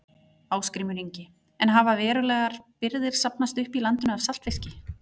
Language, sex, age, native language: Icelandic, female, 40-49, Icelandic